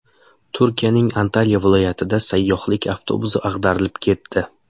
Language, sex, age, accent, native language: Uzbek, male, 18-24, Samarqand, Uzbek